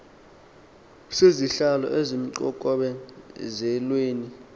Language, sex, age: Xhosa, male, 19